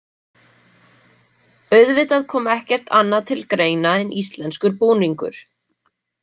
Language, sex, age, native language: Icelandic, female, 20-29, Icelandic